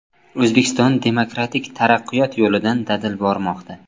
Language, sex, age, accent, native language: Uzbek, male, 25-34, Samarqand, Uzbek